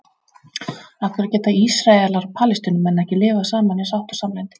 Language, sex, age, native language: Icelandic, female, 40-49, Icelandic